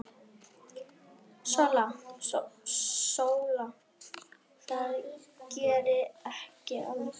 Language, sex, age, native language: Icelandic, female, 10, Icelandic